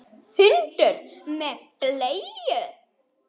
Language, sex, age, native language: Icelandic, female, 10, Icelandic